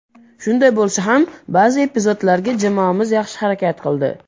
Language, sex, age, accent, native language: Uzbek, male, under 19, Andijon, Uzbek